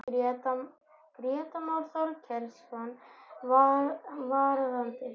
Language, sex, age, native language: Icelandic, male, 12, Icelandic